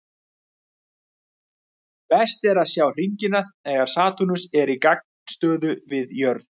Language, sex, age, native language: Icelandic, male, 30-39, Icelandic